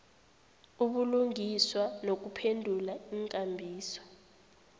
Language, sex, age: South Ndebele, female, 18